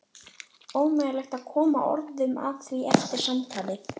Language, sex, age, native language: Icelandic, female, 11, Icelandic